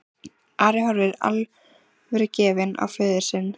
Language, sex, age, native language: Icelandic, female, 14, Icelandic